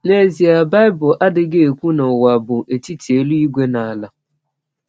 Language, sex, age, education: Igbo, female, 30-45, tertiary